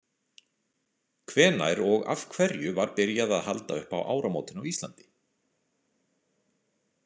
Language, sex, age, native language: Icelandic, male, 40-49, Icelandic